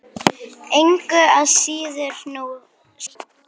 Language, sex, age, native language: Icelandic, female, 9, Icelandic